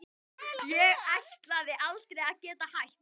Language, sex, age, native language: Icelandic, female, 12, Icelandic